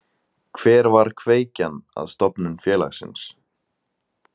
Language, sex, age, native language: Icelandic, male, 20-29, Icelandic